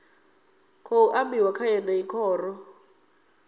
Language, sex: Venda, female